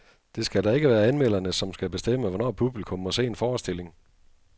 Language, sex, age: Danish, male, 42